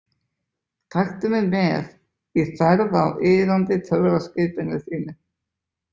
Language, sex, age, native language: Icelandic, male, 20-29, Icelandic